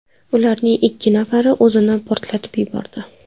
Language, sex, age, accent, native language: Uzbek, female, 18-24, Qashqadaryo, Uzbek